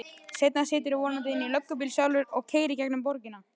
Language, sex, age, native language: Icelandic, male, 11, Icelandic